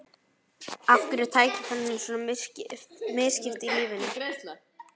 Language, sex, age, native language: Icelandic, male, 11, Icelandic